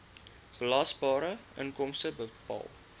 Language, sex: Afrikaans, male